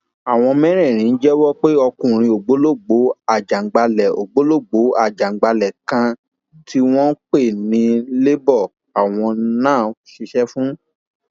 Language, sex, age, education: Yoruba, male, 15-29, tertiary